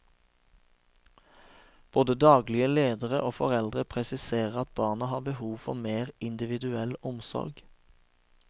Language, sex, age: Norwegian, male, 36